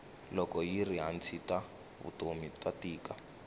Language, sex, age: Tsonga, male, 19